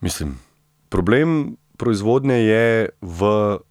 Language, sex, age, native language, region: Slovenian, male, 30-49, Slovenian, Central Slovenia